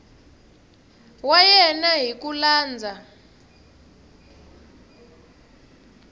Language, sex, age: Tsonga, female, 23